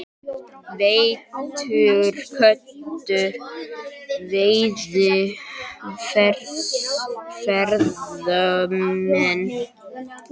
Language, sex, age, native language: Icelandic, male, 18-19, Icelandic